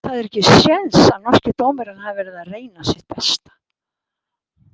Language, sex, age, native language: Icelandic, female, 80-89, Icelandic